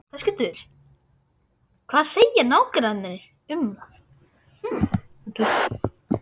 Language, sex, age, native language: Icelandic, female, 40-49, Icelandic